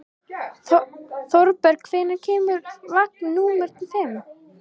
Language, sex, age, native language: Icelandic, female, 13, Icelandic